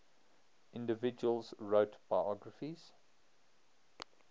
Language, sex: English, male